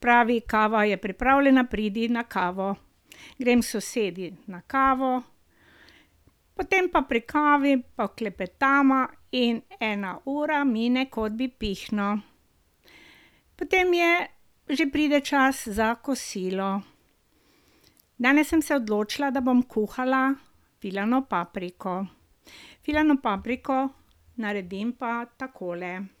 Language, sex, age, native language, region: Slovenian, female, 60+, Slovenian, Drava region